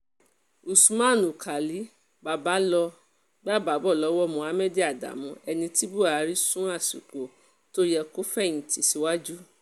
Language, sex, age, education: Yoruba, female, 30-45, tertiary